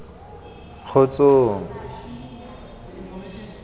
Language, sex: Tswana, male